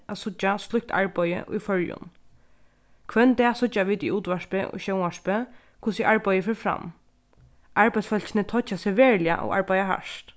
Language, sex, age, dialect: Faroese, female, 15-35, Norðurstreymoy/Eysturoy